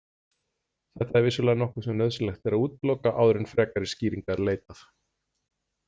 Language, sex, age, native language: Icelandic, male, 40-49, Icelandic